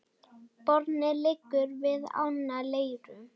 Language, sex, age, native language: Icelandic, female, 9, Icelandic